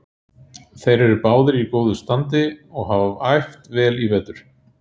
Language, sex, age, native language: Icelandic, male, 40-49, Icelandic